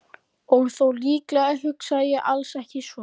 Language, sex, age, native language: Icelandic, male, 11, Icelandic